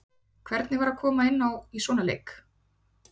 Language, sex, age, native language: Icelandic, female, 40-49, Icelandic